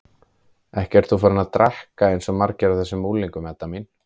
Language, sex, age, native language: Icelandic, male, 30-39, Icelandic